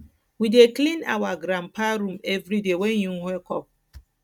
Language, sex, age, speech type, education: Nigerian Pidgin, female, 30-45, spontaneous, tertiary